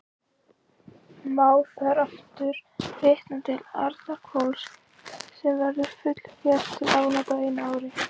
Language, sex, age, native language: Icelandic, female, 16, Icelandic